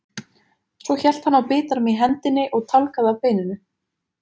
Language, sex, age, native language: Icelandic, male, 20-29, Icelandic